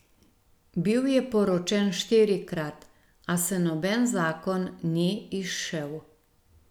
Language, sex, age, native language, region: Slovenian, female, 50-59, Slovenian, Gorenjska region